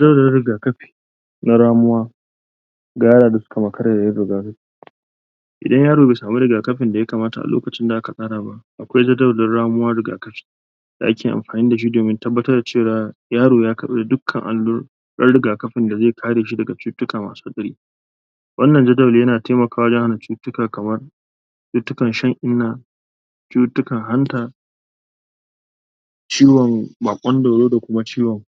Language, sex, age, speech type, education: Hausa, male, 15-29, spontaneous, tertiary